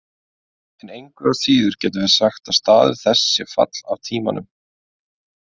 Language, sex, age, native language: Icelandic, male, 20-29, Icelandic